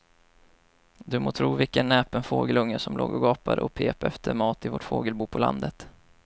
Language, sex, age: Swedish, male, 25